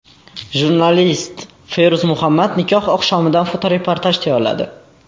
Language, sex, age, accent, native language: Uzbek, male, under 19, Xorazm, Uzbek